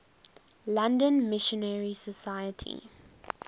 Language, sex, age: English, female, 19